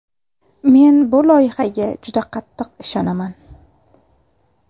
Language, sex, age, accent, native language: Uzbek, female, 18-24, Samarqand, Uzbek